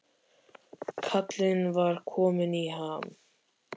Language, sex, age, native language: Icelandic, male, 13, Icelandic